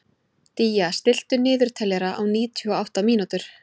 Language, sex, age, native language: Icelandic, female, 20-29, Icelandic